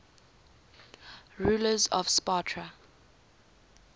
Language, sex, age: English, female, 19